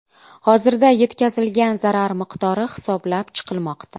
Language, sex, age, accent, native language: Uzbek, female, 25-34, Qashqadaryo, Uzbek